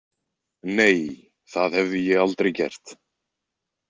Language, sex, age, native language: Icelandic, male, 20-29, Icelandic